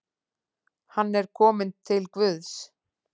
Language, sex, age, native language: Icelandic, female, 10, Icelandic